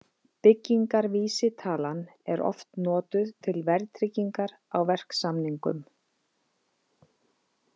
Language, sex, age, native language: Icelandic, female, 50-59, Icelandic